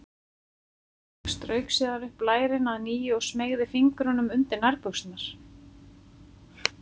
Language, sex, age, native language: Icelandic, female, 40-49, Icelandic